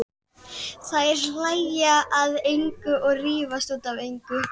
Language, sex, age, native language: Icelandic, female, 11, Icelandic